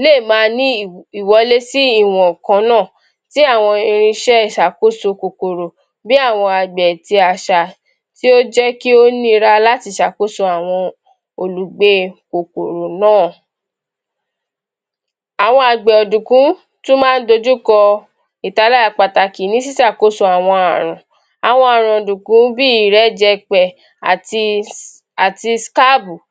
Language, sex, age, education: Yoruba, female, 15-29, tertiary